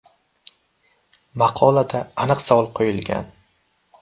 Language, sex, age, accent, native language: Uzbek, male, 12-17, Samarqand, Uzbek